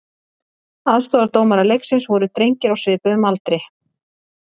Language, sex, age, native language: Icelandic, female, 30-39, Icelandic